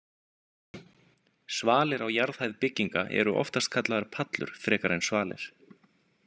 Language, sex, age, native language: Icelandic, male, 20-29, Icelandic